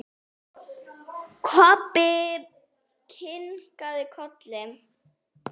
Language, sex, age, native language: Icelandic, female, 8, Icelandic